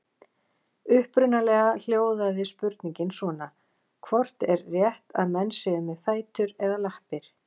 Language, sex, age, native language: Icelandic, female, 40-49, Icelandic